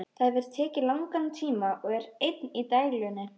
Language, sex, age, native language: Icelandic, female, 13, Icelandic